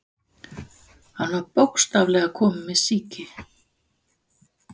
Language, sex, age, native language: Icelandic, female, 50-59, Danish